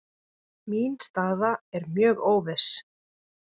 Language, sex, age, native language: Icelandic, female, 30-39, Icelandic